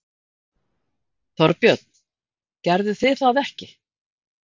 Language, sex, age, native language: Icelandic, female, 50-59, Icelandic